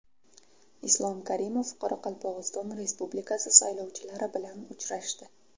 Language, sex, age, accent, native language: Uzbek, female, 12-17, Toshkent viloyati, Uzbek